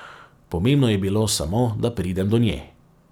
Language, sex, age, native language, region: Slovenian, male, 30-49, Slovenian, Savinja region